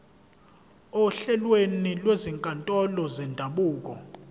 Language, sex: Zulu, male